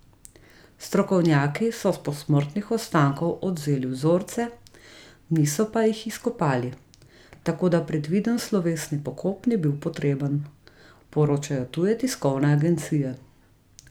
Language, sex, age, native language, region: Slovenian, female, 30-49, Slovenian, Gorica region